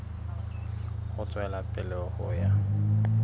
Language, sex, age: Southern Sotho, male, 21